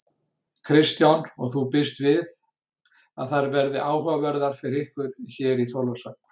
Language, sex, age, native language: Icelandic, male, 60-69, Icelandic